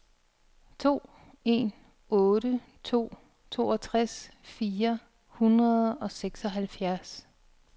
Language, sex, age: Danish, female, 42